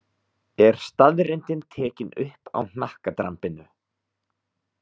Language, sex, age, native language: Icelandic, male, 30-39, Icelandic